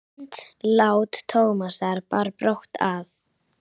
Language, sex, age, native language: Icelandic, female, 9, Icelandic